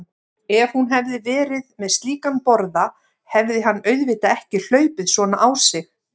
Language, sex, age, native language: Icelandic, female, 50-59, Icelandic